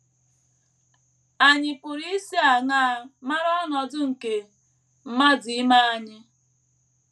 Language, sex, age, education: Igbo, female, 15-29, tertiary